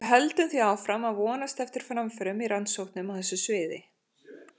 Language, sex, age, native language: Icelandic, female, 40-49, Icelandic